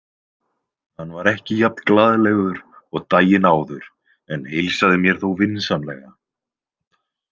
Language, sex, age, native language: Icelandic, male, 20-29, Icelandic